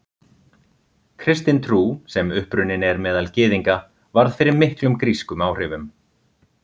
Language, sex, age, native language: Icelandic, male, 30-39, Icelandic